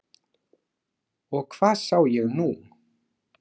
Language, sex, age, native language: Icelandic, male, 40-49, Icelandic